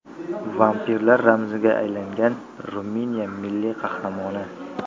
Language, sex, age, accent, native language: Uzbek, male, 18-24, Sirdaryo, Uzbek